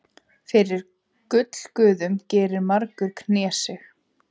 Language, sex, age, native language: Icelandic, female, 20-29, Icelandic